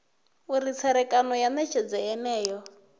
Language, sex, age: Venda, female, 21